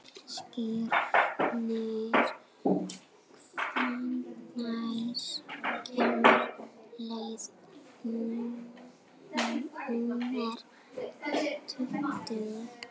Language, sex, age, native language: Icelandic, female, 11, Icelandic